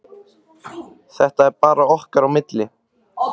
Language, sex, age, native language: Icelandic, male, 15, Icelandic